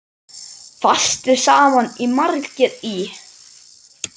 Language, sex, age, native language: Icelandic, male, 10, Icelandic